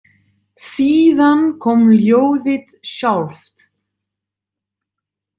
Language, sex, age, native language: Icelandic, female, 30-39, Dutch